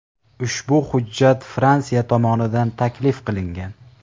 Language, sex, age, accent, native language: Uzbek, male, 18-24, Farg'ona, Uzbek